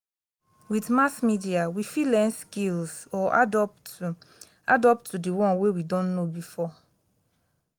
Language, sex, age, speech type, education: Nigerian Pidgin, female, 15-29, spontaneous, tertiary